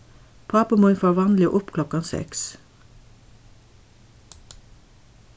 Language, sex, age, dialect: Faroese, female, 61+, Suðurstreymoy